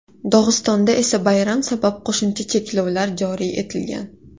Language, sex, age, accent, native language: Uzbek, female, 18-24, Toshkent shahri, Uzbek